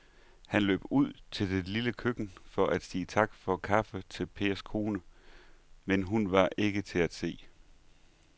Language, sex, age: Danish, male, 39